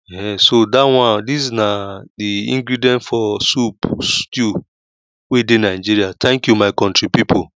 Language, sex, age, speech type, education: Nigerian Pidgin, male, 30-45, spontaneous, primary